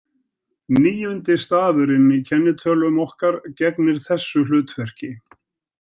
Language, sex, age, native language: Icelandic, male, 70-79, Icelandic